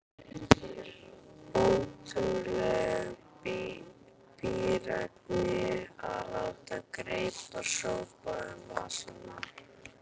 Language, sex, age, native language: Icelandic, male, 12, Icelandic